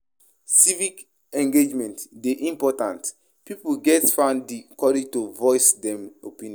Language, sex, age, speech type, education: Nigerian Pidgin, male, 15-29, spontaneous, tertiary